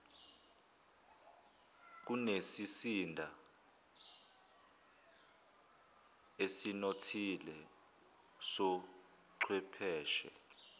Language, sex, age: Zulu, male, 21